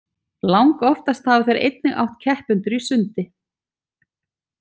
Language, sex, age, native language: Icelandic, female, 40-49, Icelandic